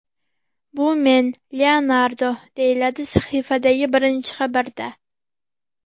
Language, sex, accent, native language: Uzbek, female, Farg'ona, Uzbek